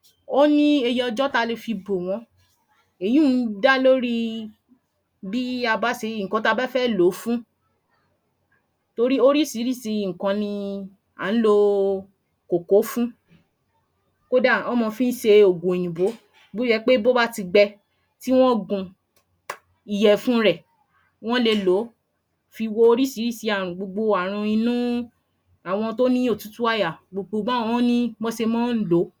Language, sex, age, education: Yoruba, female, 30-45, tertiary